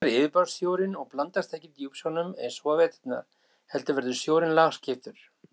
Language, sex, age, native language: Icelandic, male, 60-69, Icelandic